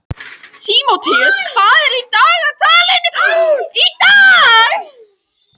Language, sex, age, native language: Icelandic, female, 18-19, Icelandic